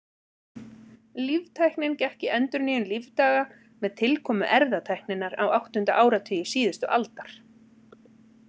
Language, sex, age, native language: Icelandic, female, 40-49, Icelandic